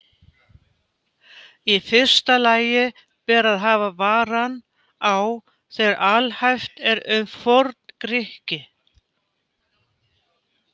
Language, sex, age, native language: Icelandic, female, 50-59, Icelandic